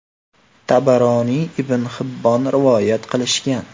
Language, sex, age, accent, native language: Uzbek, male, 18-24, Farg'ona, Uzbek